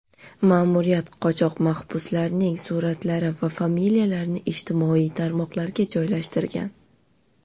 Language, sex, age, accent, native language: Uzbek, female, 12-17, Toshkent shahri, Uzbek